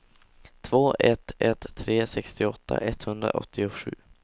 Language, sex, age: Swedish, male, 16